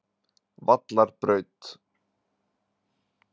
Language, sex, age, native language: Icelandic, male, 20-29, Icelandic